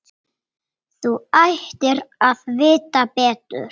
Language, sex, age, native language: Icelandic, male, 8, Icelandic